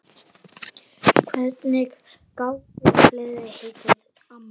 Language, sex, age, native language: Icelandic, male, 9, Icelandic